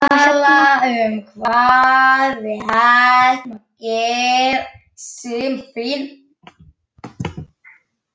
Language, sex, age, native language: Icelandic, female, 11, Icelandic